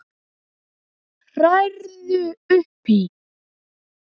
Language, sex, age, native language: Icelandic, male, 10, Icelandic